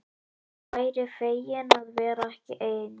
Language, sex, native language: Icelandic, male, Icelandic